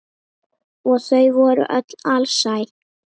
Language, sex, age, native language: Icelandic, female, 7, Icelandic